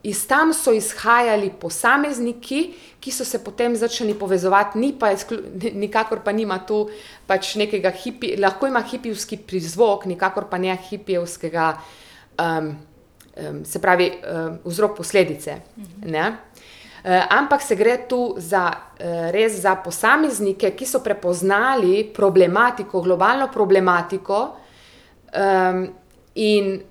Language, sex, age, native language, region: Slovenian, female, 30-49, Slovenian, Primorsko-notranjska region